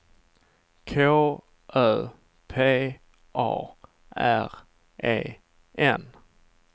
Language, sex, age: Swedish, male, 27